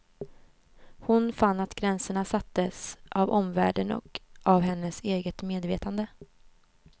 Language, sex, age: Swedish, female, 24